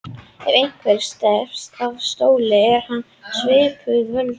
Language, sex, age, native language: Icelandic, female, 30-39, Icelandic